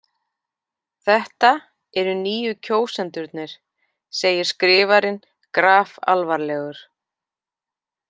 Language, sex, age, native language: Icelandic, female, 40-49, Icelandic